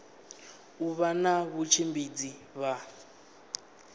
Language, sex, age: Venda, male, 19